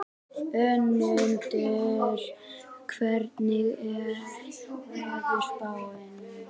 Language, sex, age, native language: Icelandic, male, 18-19, Icelandic